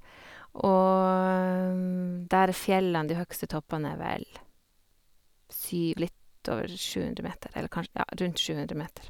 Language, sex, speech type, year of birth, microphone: Norwegian, female, spontaneous, 1978, Sennheiser